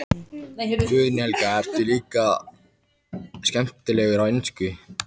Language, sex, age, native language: Icelandic, male, 14, Icelandic